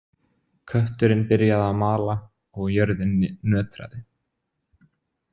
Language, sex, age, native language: Icelandic, male, 20-29, Icelandic